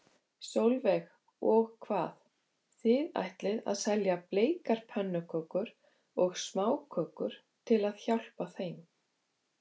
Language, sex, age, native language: Icelandic, female, 50-59, Icelandic